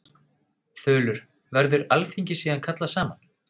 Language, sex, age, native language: Icelandic, male, 30-39, Icelandic